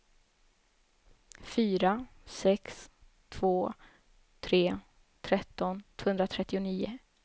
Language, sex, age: Swedish, female, 21